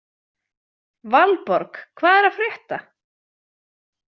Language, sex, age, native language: Icelandic, female, 20-29, Icelandic